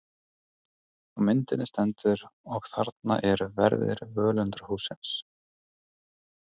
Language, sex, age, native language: Icelandic, male, 30-39, Icelandic